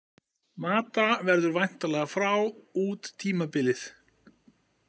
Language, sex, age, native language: Icelandic, male, 50-59, Icelandic